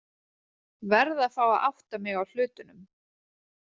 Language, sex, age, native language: Icelandic, female, 30-39, Icelandic